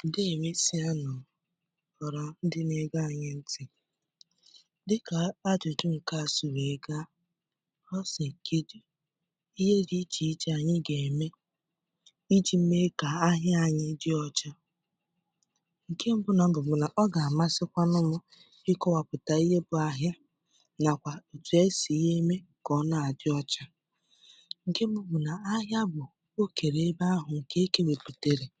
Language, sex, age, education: Igbo, female, 15-29, secondary